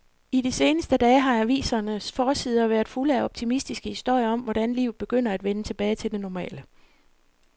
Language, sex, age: Danish, female, 40